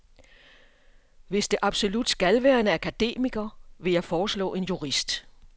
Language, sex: Danish, female